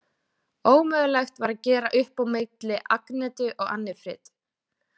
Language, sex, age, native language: Icelandic, female, 20-29, Icelandic